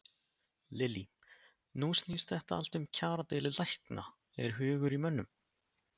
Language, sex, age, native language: Icelandic, male, 20-29, Icelandic